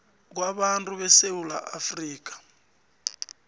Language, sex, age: South Ndebele, male, 29